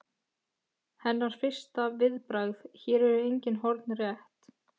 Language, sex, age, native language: Icelandic, female, 14, Icelandic